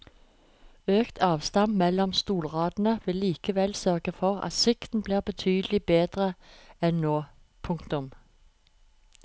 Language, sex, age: Norwegian, female, 45